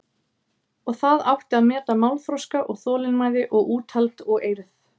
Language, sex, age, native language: Icelandic, female, 30-39, Icelandic